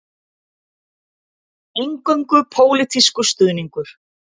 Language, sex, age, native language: Icelandic, female, 50-59, Icelandic